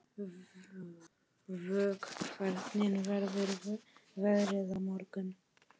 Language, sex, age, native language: Icelandic, male, 11, Polish